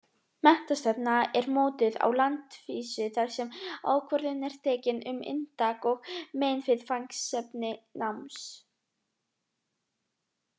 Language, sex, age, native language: Icelandic, female, 18-19, Icelandic